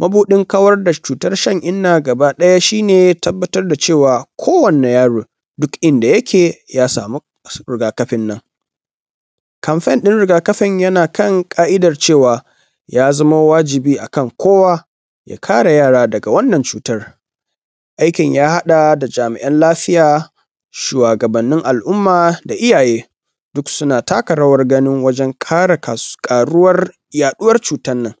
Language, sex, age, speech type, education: Hausa, male, 15-29, spontaneous, tertiary